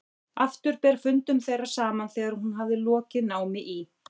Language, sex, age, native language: Icelandic, female, 40-49, Icelandic